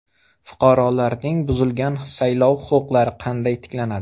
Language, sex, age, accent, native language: Uzbek, male, 25-34, Xorazm, Uzbek